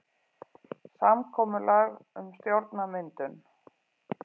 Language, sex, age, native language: Icelandic, female, 40-49, Icelandic